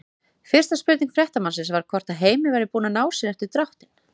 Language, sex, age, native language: Icelandic, female, 30-39, Icelandic